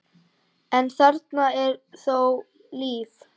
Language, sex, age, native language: Icelandic, female, 9, Icelandic